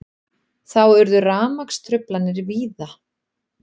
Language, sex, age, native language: Icelandic, female, 40-49, Icelandic